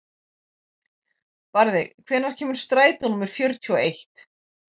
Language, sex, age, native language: Icelandic, female, 40-49, Icelandic